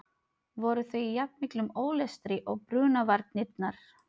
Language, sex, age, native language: Icelandic, female, 30-39, Filipino